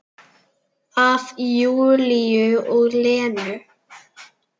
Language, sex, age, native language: Icelandic, female, 10, Icelandic